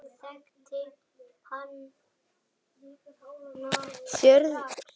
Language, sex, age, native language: Icelandic, male, 8, Icelandic